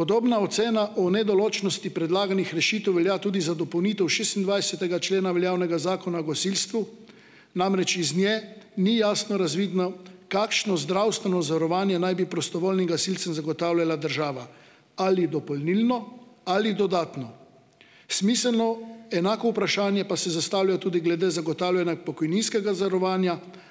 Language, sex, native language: Slovenian, male, Slovenian